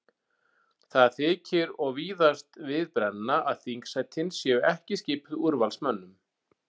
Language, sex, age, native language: Icelandic, male, 40-49, Icelandic